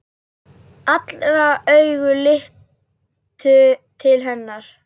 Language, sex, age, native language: Icelandic, female, 8, Icelandic